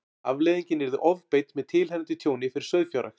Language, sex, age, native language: Icelandic, male, 40-49, Icelandic